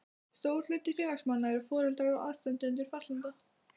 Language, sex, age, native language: Icelandic, female, 12, Icelandic